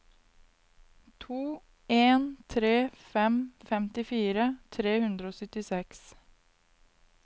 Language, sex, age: Norwegian, female, 22